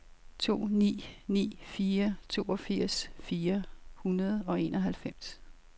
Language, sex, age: Danish, female, 67